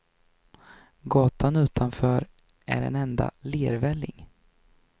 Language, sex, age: Swedish, male, 23